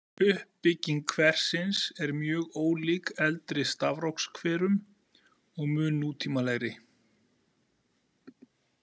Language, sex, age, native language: Icelandic, male, 40-49, Icelandic